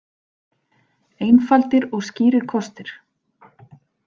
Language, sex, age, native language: Icelandic, female, 40-49, Icelandic